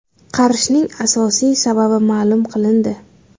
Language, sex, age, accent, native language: Uzbek, female, under 19, Qashqadaryo, Uzbek